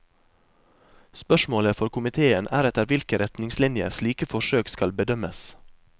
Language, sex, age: Norwegian, male, 23